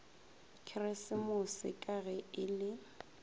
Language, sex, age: Northern Sotho, female, 22